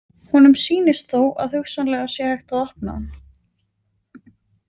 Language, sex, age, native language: Icelandic, female, 20-29, Icelandic